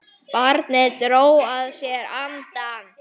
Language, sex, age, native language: Icelandic, male, 9, Icelandic